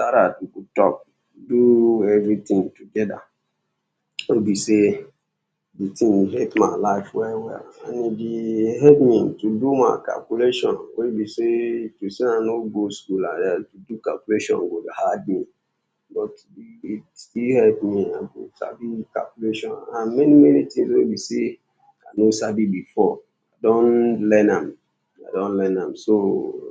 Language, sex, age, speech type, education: Nigerian Pidgin, male, 15-29, spontaneous, secondary